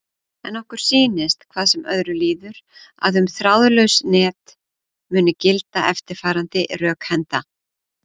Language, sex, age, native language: Icelandic, female, 40-49, Icelandic